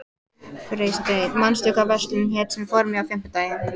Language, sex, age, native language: Icelandic, female, 14, Icelandic